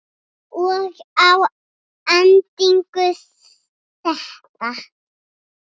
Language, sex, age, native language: Icelandic, female, 5, Icelandic